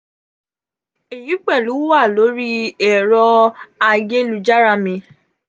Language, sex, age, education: Yoruba, female, 15-29, tertiary